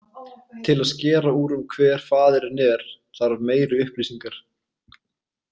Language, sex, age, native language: Icelandic, male, 20-29, Icelandic